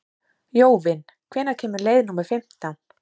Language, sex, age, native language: Icelandic, female, 30-39, Icelandic